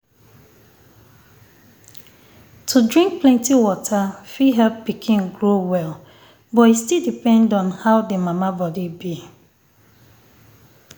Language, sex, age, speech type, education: Nigerian Pidgin, female, 30-45, spontaneous, tertiary